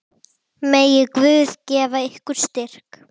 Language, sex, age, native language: Icelandic, female, 10, Icelandic